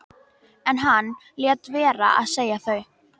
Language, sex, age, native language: Icelandic, female, 12, Icelandic